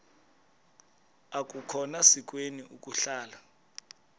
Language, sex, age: Xhosa, male, 20